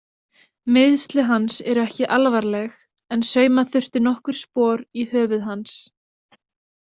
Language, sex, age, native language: Icelandic, female, 20-29, Icelandic